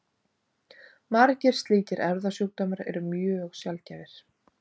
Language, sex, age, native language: Icelandic, female, 40-49, Icelandic